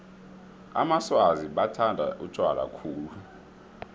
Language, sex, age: South Ndebele, male, 23